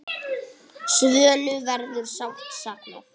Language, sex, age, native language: Icelandic, male, 8, Icelandic